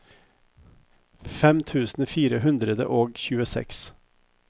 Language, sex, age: Norwegian, male, 50